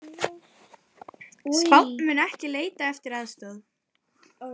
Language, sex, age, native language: Icelandic, female, 20-29, Icelandic